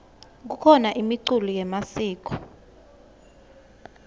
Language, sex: Swati, female